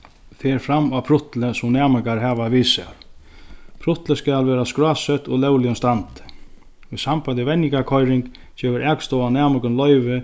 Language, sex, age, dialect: Faroese, male, 36-60, Sandoy